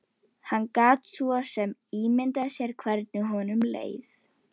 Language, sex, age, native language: Icelandic, female, 11, Icelandic